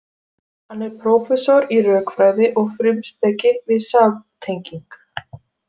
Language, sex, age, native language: Icelandic, female, 40-49, Icelandic